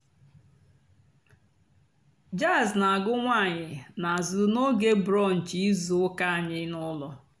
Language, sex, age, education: Igbo, female, 46-60, tertiary